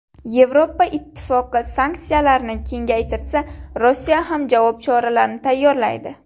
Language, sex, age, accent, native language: Uzbek, female, 12-17, Navoiy, Uzbek